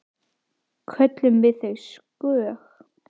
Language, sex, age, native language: Icelandic, female, 18-19, Icelandic